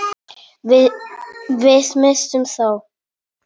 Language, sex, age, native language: Icelandic, male, 9, Polish